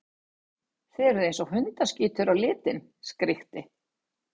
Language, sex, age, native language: Icelandic, female, 60-69, Icelandic